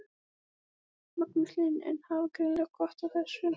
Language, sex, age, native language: Icelandic, female, 14, Icelandic